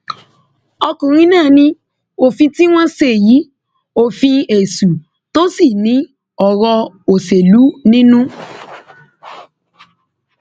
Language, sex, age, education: Yoruba, female, 15-29, tertiary